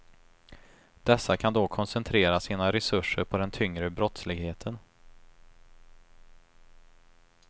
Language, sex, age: Swedish, male, 23